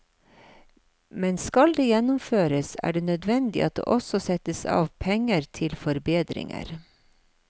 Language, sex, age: Norwegian, female, 53